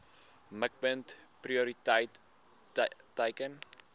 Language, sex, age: Afrikaans, male, 19